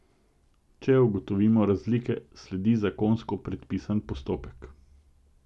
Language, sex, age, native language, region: Slovenian, male, 50-59, Slovenian, Central Slovenia